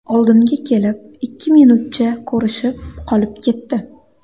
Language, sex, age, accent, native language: Uzbek, female, 19-29, Andijon, Uzbek